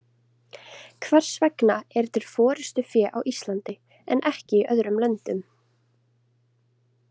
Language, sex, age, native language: Icelandic, female, 20-29, Icelandic